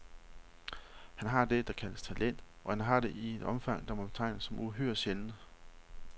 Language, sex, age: Danish, male, 31